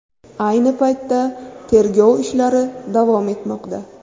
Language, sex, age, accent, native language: Uzbek, female, 18-24, Buxoro, Uzbek